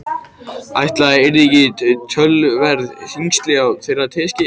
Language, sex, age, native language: Icelandic, male, 14, Icelandic